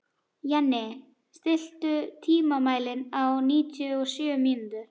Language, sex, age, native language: Icelandic, female, 11, Icelandic